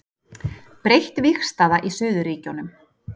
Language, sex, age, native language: Icelandic, female, 30-39, Icelandic